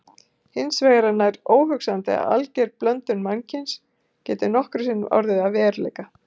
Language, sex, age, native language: Icelandic, female, 50-59, Icelandic